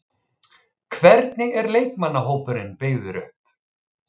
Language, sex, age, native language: Icelandic, male, 30-39, Icelandic